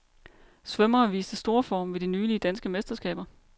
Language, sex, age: Danish, female, 30